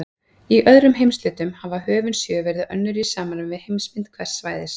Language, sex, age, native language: Icelandic, female, 30-39, Icelandic